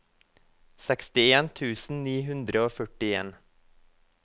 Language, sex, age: Norwegian, male, 24